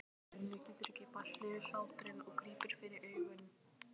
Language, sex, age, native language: Icelandic, other, 12, Icelandic